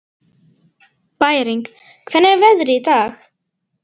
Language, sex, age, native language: Icelandic, female, 18-19, Icelandic